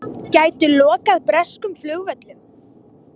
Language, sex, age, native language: Icelandic, female, 18-19, Icelandic